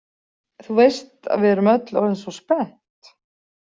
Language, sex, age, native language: Icelandic, female, 40-49, Icelandic